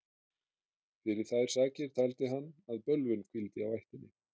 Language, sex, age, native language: Icelandic, male, 30-39, Icelandic